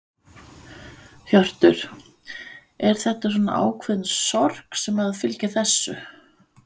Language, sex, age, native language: Icelandic, female, 50-59, Danish